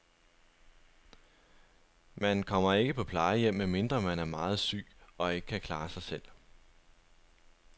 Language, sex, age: Danish, male, 25